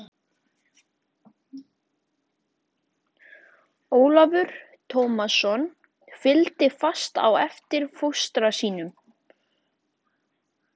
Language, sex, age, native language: Icelandic, male, 14, Icelandic